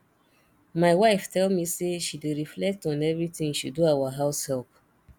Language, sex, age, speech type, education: Nigerian Pidgin, female, 30-45, spontaneous, tertiary